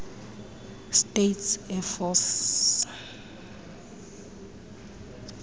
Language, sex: Xhosa, female